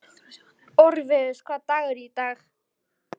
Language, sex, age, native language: Icelandic, male, 11, Icelandic